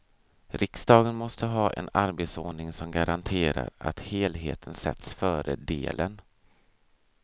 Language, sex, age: Swedish, male, 32